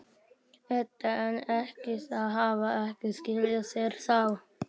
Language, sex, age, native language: Icelandic, male, 12, Icelandic